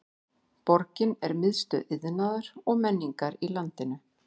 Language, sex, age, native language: Icelandic, female, 40-49, Icelandic